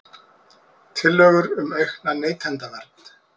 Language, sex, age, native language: Icelandic, male, 40-49, Icelandic